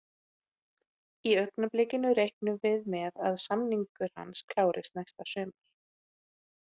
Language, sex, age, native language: Icelandic, female, 30-39, Icelandic